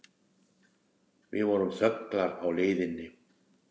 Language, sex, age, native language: Icelandic, male, 60-69, Icelandic